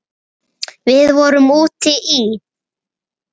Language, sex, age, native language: Icelandic, male, 8, Icelandic